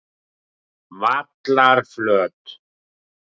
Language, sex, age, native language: Icelandic, male, 40-49, Icelandic